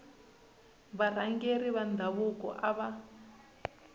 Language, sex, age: Tsonga, female, 19